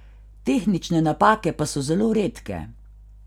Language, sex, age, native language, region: Slovenian, female, 50-59, Slovenian, Carinthia region